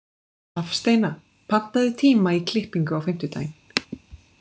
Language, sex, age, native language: Icelandic, female, 20-29, Icelandic